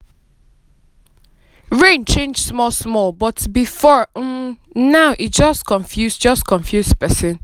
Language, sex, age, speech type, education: Nigerian Pidgin, female, 15-29, spontaneous, tertiary